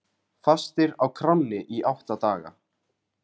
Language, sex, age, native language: Icelandic, male, 18-19, Icelandic